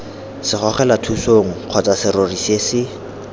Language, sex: Tswana, male